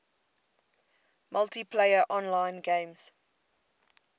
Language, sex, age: English, female, 22